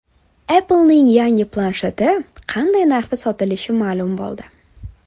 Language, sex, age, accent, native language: Uzbek, female, 19-29, Toshkent shahri, Uzbek